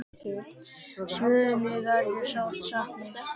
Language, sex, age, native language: Icelandic, male, 10, Icelandic